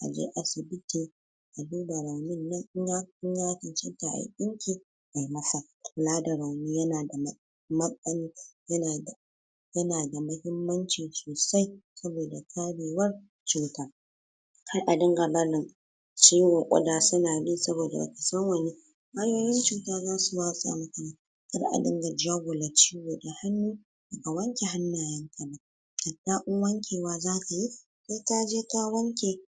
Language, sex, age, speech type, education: Hausa, female, 60+, spontaneous, tertiary